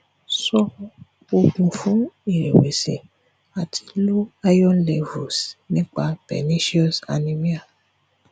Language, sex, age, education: Yoruba, female, 15-29, tertiary